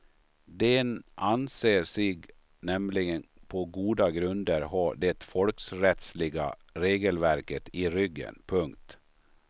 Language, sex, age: Swedish, male, 53